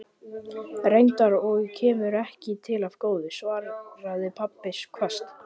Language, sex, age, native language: Icelandic, male, 11, Icelandic